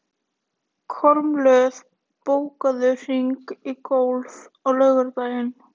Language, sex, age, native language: Icelandic, female, 18-19, Icelandic